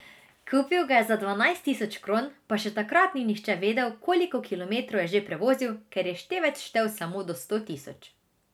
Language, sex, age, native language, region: Slovenian, female, 18-29, Slovenian, Drava region